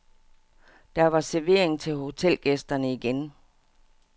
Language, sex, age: Danish, female, 57